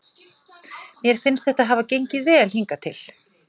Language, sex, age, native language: Icelandic, female, 40-49, Icelandic